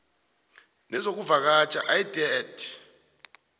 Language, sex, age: South Ndebele, male, 21